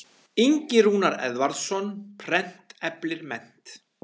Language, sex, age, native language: Icelandic, male, 30-39, Icelandic